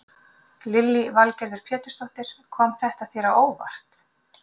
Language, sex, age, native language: Icelandic, female, 40-49, Icelandic